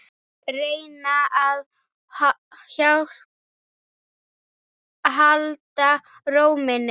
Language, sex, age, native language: Icelandic, female, 8, Icelandic